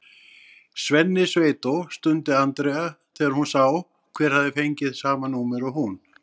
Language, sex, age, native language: Icelandic, male, 60-69, Icelandic